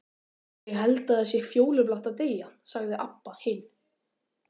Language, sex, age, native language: Icelandic, male, 12, Icelandic